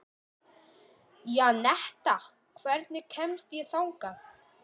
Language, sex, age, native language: Icelandic, male, 13, Icelandic